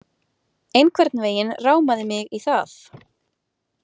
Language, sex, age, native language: Icelandic, female, 20-29, Icelandic